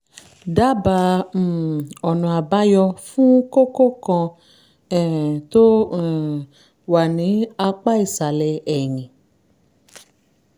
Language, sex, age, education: Yoruba, female, 30-45, tertiary